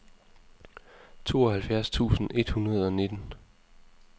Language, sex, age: Danish, male, 20